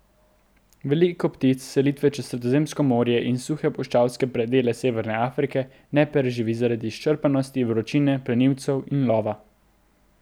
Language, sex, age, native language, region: Slovenian, male, 18-29, Slovenian, Central Slovenia